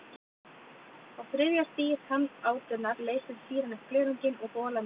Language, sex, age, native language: Icelandic, female, 30-39, Icelandic